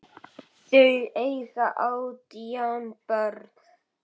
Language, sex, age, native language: Icelandic, male, 8, Icelandic